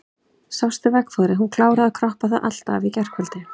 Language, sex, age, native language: Icelandic, female, 30-39, Icelandic